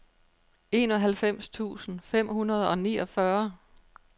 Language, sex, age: Danish, female, 43